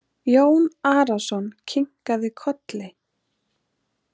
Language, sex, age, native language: Icelandic, female, 30-39, Icelandic